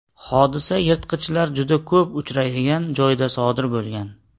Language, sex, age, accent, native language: Uzbek, male, 19-29, Surxondaryo, Uzbek